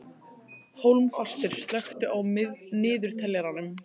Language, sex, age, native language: Icelandic, female, 15, Icelandic